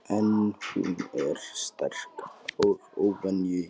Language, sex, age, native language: Icelandic, male, 18-19, Icelandic